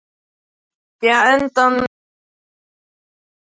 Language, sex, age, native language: Icelandic, male, 12, Icelandic